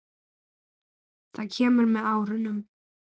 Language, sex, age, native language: Icelandic, female, 9, Icelandic